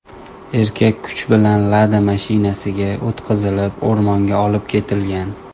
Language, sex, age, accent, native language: Uzbek, male, 19-29, Toshkent shahri, Uzbek